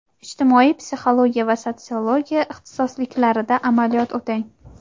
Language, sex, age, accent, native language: Uzbek, female, 18-24, Qashqadaryo, Uzbek